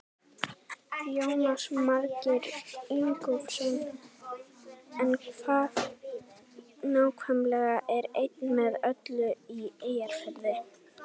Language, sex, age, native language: Icelandic, female, 18-19, Icelandic